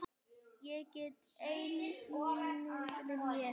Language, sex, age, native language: Icelandic, female, 9, Icelandic